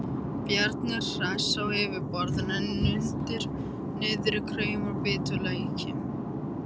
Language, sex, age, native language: Icelandic, male, 13, Icelandic